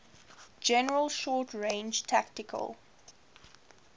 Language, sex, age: English, female, 18